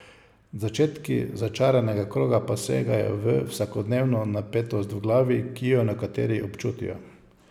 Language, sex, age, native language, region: Slovenian, male, 50-59, Slovenian, Savinja region